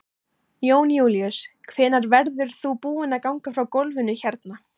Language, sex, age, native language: Icelandic, female, 18-19, Icelandic